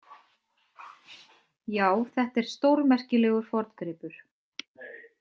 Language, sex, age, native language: Icelandic, female, 30-39, Icelandic